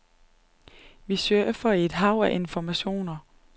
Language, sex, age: Danish, female, 39